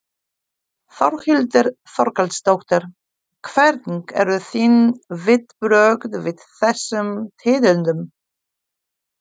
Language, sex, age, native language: Icelandic, female, 40-49, Polish